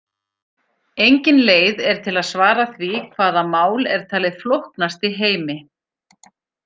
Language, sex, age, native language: Icelandic, female, 40-49, Icelandic